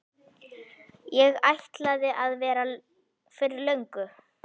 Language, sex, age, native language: Icelandic, female, 11, Icelandic